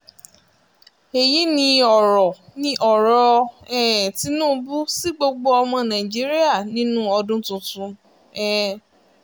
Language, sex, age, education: Yoruba, female, 30-45, tertiary